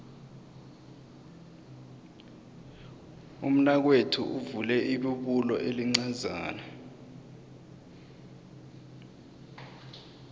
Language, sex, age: South Ndebele, male, 23